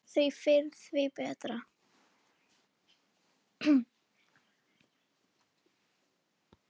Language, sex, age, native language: Icelandic, female, 9, Icelandic